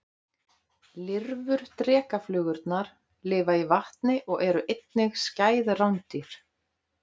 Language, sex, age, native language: Icelandic, female, 30-39, Icelandic